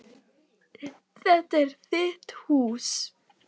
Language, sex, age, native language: Icelandic, female, 10, Icelandic